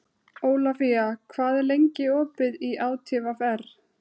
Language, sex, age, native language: Icelandic, female, 30-39, Icelandic